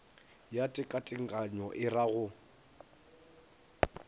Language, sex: Northern Sotho, male